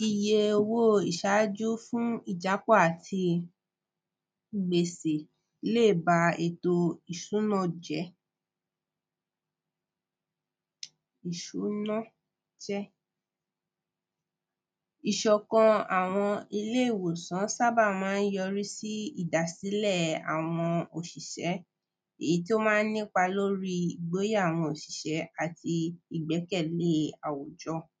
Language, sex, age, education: Yoruba, female, 30-45, primary